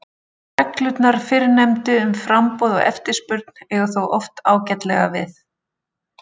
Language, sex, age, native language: Icelandic, female, 40-49, Icelandic